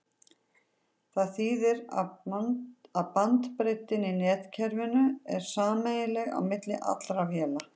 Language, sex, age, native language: Icelandic, female, 40-49, Icelandic